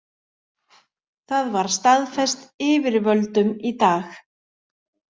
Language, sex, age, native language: Icelandic, male, 40-49, Icelandic